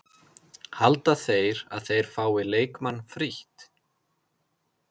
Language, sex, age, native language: Icelandic, male, 30-39, Icelandic